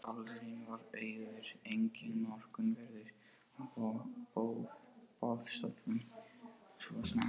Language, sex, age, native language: Icelandic, male, 18-19, Portuguese